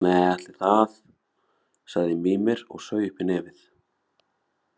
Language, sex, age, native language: Icelandic, male, 30-39, Icelandic